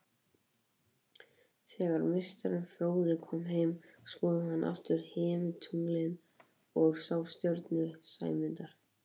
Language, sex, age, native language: Icelandic, male, 18-19, Icelandic